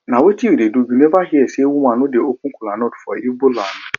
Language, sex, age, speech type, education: Nigerian Pidgin, male, 15-29, spontaneous, tertiary